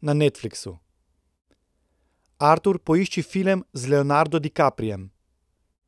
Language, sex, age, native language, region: Slovenian, male, 30-49, Slovenian, Central Slovenia